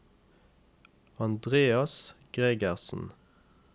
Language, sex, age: Norwegian, male, 28